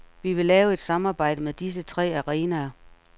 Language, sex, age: Danish, female, 48